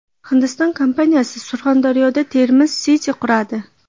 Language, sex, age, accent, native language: Uzbek, female, 12-17, Qashqadaryo, Uzbek